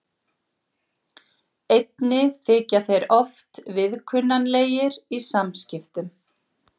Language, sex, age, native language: Icelandic, female, 40-49, Icelandic